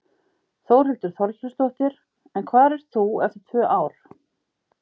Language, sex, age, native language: Icelandic, female, 50-59, Icelandic